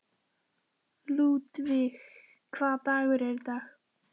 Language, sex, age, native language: Icelandic, female, 12, Icelandic